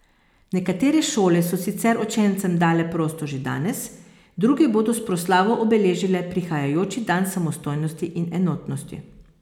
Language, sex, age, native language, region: Slovenian, female, 50-59, Slovenian, Posavska region